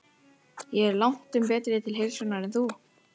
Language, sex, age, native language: Icelandic, female, 12, Icelandic